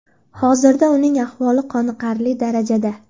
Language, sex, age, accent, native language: Uzbek, female, under 19, Andijon, Uzbek